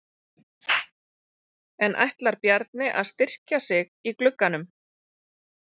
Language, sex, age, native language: Icelandic, female, 40-49, Icelandic